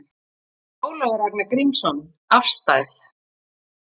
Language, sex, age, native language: Icelandic, female, 40-49, Icelandic